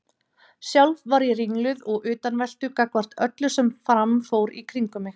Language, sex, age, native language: Icelandic, female, 30-39, Icelandic